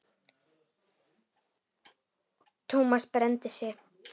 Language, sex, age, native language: Icelandic, female, 10, Icelandic